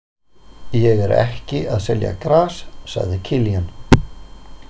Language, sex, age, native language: Icelandic, male, 40-49, Icelandic